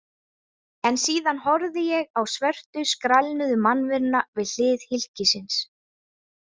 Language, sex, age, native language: Icelandic, female, 20-29, Icelandic